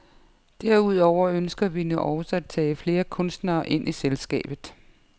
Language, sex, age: Danish, female, 55